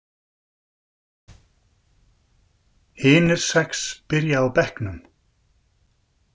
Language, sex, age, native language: Icelandic, male, 50-59, Icelandic